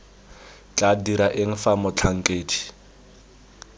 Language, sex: Tswana, male